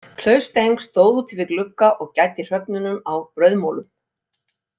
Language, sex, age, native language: Icelandic, female, 60-69, Icelandic